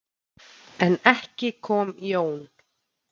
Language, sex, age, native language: Icelandic, female, 30-39, Icelandic